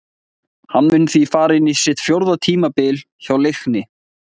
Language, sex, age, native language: Icelandic, male, 20-29, Icelandic